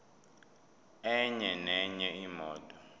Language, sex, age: Zulu, male, 22